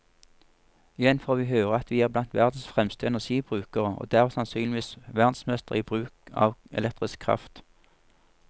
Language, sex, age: Norwegian, male, 47